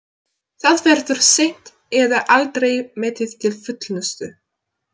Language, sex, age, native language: Icelandic, female, 20-29, Polish